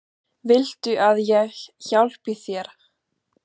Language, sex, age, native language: Icelandic, female, 20-29, German